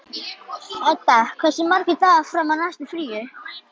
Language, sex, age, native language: Icelandic, female, 11, Icelandic